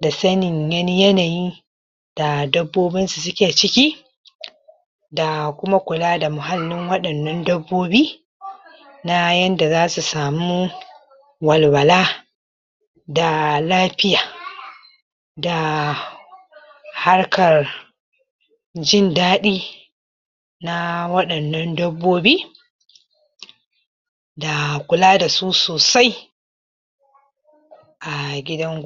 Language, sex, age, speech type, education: Hausa, male, 46-60, spontaneous, tertiary